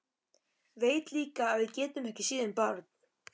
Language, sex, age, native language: Icelandic, male, 13, Icelandic